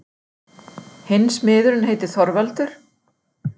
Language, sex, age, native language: Icelandic, female, 60-69, Icelandic